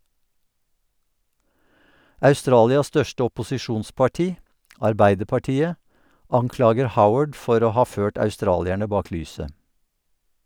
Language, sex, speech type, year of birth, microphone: Norwegian, male, read, 1952, Sennheiser